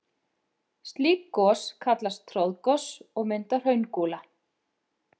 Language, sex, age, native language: Icelandic, female, 50-59, Icelandic